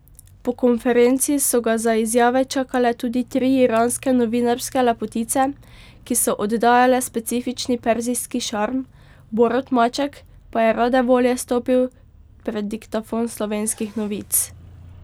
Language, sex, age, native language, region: Slovenian, female, 12-17, Slovenian, Pomurje region